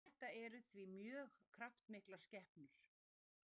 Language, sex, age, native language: Icelandic, female, 60-69, Icelandic